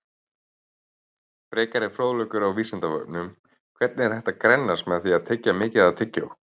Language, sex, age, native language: Icelandic, male, 30-39, Icelandic